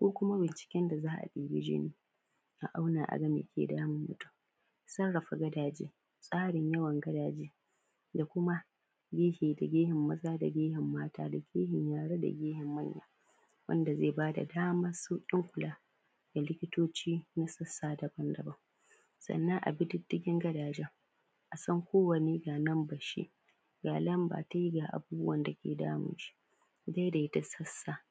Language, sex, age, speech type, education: Hausa, female, 15-29, spontaneous, primary